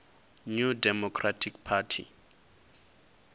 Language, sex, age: Venda, male, 22